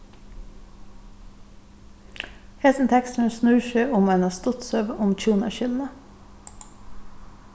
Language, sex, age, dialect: Faroese, female, 36-60, Suðurstreymoy